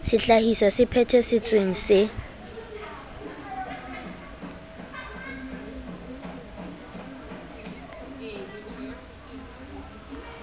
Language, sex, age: Southern Sotho, female, 22